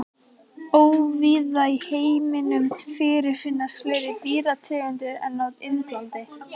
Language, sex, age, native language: Icelandic, female, 18-19, Icelandic